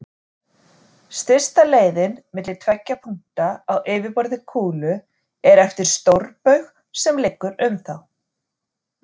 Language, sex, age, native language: Icelandic, female, 40-49, Icelandic